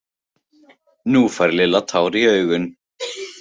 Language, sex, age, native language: Icelandic, male, 15, Icelandic